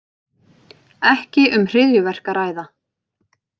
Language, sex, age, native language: Icelandic, female, 20-29, Icelandic